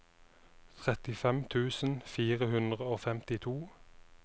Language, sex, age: Norwegian, male, 29